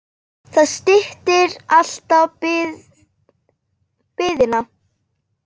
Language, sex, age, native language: Icelandic, female, 8, Icelandic